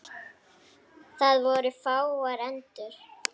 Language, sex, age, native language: Icelandic, female, 9, Icelandic